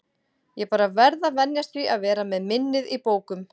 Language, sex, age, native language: Icelandic, female, 40-49, Icelandic